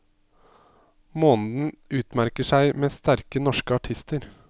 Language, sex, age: Norwegian, male, 27